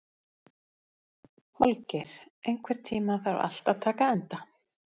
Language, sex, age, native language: Icelandic, female, 50-59, Icelandic